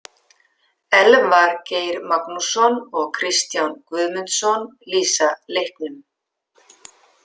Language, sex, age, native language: Icelandic, female, 50-59, Icelandic